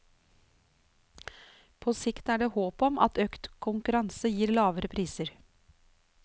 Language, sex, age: Norwegian, female, 49